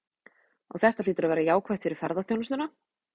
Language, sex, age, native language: Icelandic, female, 20-29, Icelandic